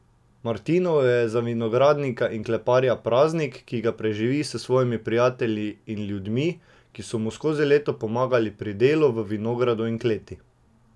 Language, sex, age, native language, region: Slovenian, male, 18-29, Slovenian, Drava region